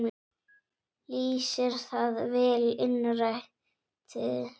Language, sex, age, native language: Icelandic, female, 8, Icelandic